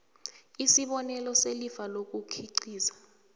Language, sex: South Ndebele, female